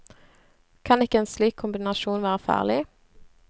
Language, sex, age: Norwegian, female, 26